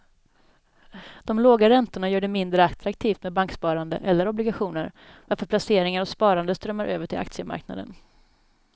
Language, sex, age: Swedish, female, 27